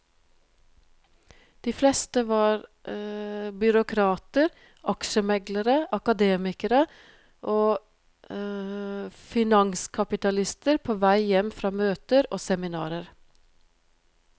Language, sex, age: Norwegian, female, 42